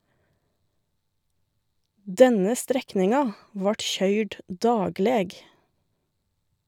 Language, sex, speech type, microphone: Norwegian, female, read, Shure